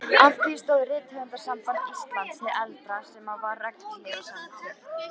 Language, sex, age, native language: Icelandic, female, 13, Icelandic